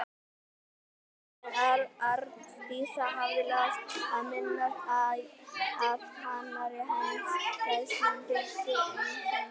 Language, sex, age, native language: Icelandic, male, 18-19, Icelandic